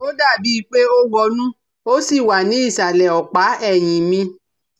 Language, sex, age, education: Yoruba, female, 30-45, tertiary